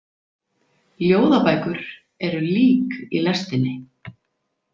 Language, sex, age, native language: Icelandic, female, 50-59, Icelandic